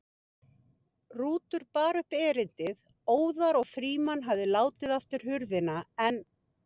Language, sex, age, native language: Icelandic, female, 50-59, Icelandic